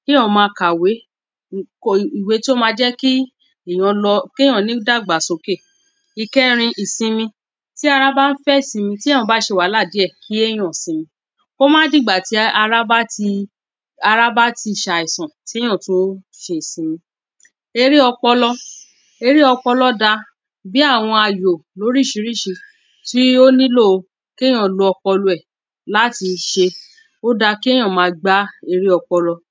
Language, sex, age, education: Yoruba, female, 30-45, tertiary